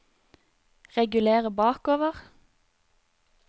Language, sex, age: Norwegian, female, 30